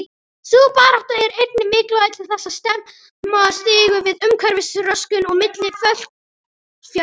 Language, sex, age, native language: Icelandic, male, 18-19, Icelandic